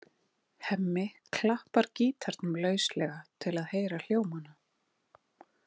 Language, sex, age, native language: Icelandic, female, 30-39, Icelandic